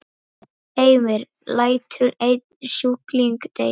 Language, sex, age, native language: Icelandic, male, 10, Icelandic